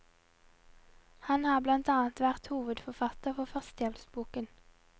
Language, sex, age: Norwegian, female, 22